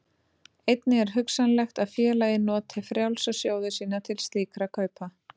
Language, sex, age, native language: Icelandic, female, 30-39, Icelandic